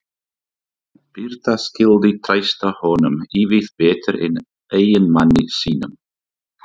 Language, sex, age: Icelandic, male, 40-49